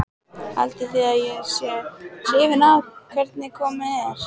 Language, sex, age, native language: Icelandic, female, 15, Icelandic